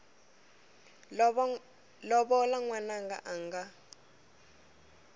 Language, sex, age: Tsonga, female, 24